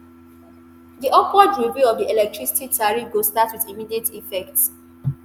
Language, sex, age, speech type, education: Nigerian Pidgin, female, 15-29, spontaneous, tertiary